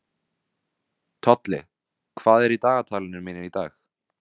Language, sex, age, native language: Icelandic, male, 20-29, Vietnamese